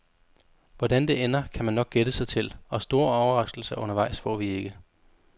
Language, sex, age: Danish, male, 32